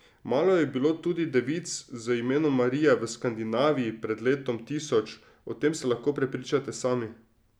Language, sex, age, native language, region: Slovenian, male, 30-49, Slovenian, Drava region